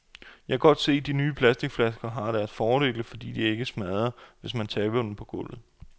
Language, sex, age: Danish, male, 28